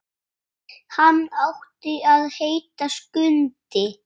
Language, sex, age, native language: Icelandic, male, 7, Icelandic